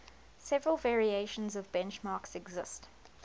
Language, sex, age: English, female, 21